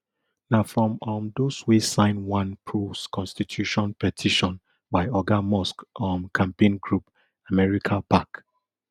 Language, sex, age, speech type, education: Nigerian Pidgin, male, 30-45, spontaneous, tertiary